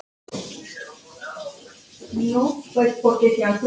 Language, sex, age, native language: Icelandic, female, 10, Icelandic